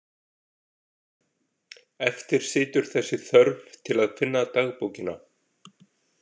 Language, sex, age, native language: Icelandic, male, 40-49, Icelandic